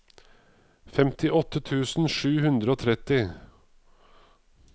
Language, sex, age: Norwegian, male, 55